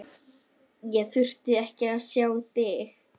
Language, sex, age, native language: Icelandic, female, 11, Icelandic